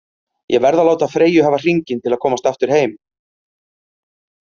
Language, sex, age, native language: Icelandic, male, 30-39, Icelandic